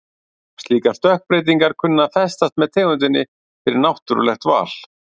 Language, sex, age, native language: Icelandic, male, 40-49, Icelandic